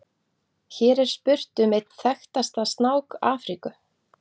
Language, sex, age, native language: Icelandic, female, 40-49, Icelandic